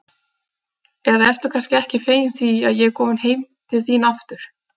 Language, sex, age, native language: Icelandic, female, 30-39, Icelandic